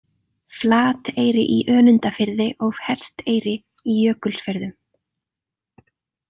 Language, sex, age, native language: Icelandic, female, 30-39, Icelandic